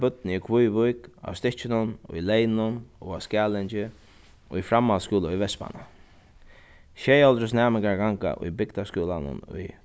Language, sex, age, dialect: Faroese, male, 36-60, Suðuroy